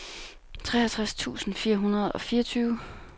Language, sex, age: Danish, female, 29